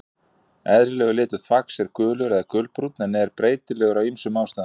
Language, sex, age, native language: Icelandic, male, 40-49, Icelandic